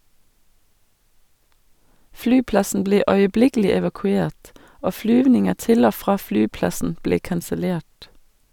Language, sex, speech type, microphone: Norwegian, female, read, Sennheiser